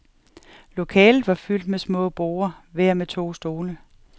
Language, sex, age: Danish, female, 47